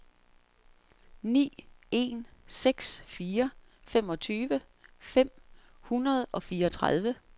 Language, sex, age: Danish, female, 47